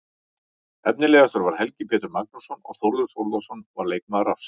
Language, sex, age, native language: Icelandic, male, 40-49, Icelandic